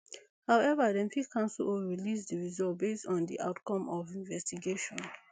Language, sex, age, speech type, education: Nigerian Pidgin, female, 15-29, spontaneous, tertiary